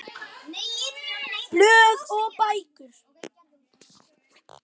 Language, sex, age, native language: Icelandic, other, 10, Icelandic